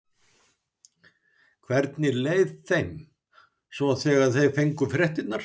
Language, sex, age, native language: Icelandic, male, 60-69, Icelandic